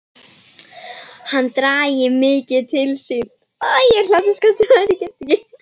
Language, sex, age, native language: Icelandic, female, 10, Icelandic